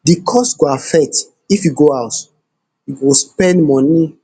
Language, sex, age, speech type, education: Nigerian Pidgin, male, 15-29, spontaneous, tertiary